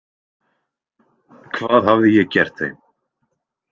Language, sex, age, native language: Icelandic, male, 20-29, Icelandic